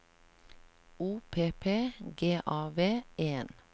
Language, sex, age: Norwegian, female, 37